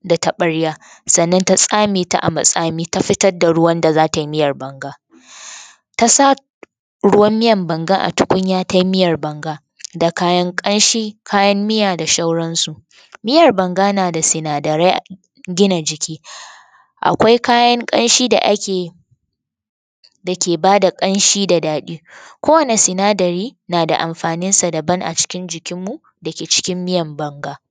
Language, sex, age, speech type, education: Hausa, female, 15-29, spontaneous, tertiary